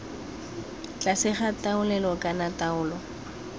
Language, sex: Tswana, female